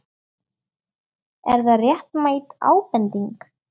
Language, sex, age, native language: Icelandic, female, 13, Icelandic